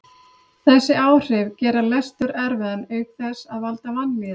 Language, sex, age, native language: Icelandic, female, 30-39, Icelandic